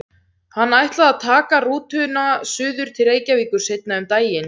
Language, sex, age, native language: Icelandic, female, 17, Icelandic